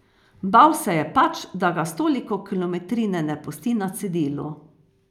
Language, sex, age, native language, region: Slovenian, female, 50-59, Slovenian, Carinthia region